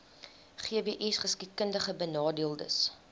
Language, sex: Afrikaans, female